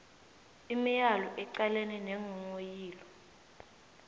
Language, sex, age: South Ndebele, female, 18